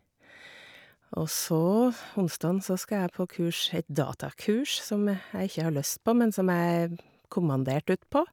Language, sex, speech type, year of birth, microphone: Norwegian, female, spontaneous, 1973, Shure